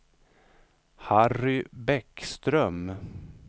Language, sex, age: Swedish, male, 35